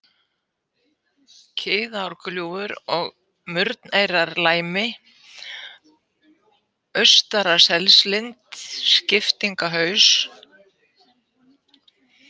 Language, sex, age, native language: Icelandic, female, 70-79, Icelandic